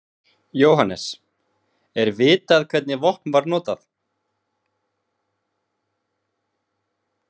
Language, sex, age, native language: Icelandic, male, 20-29, Icelandic